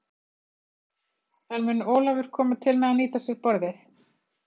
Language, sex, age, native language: Icelandic, female, 30-39, Icelandic